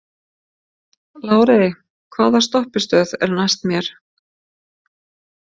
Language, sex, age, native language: Icelandic, female, 50-59, Icelandic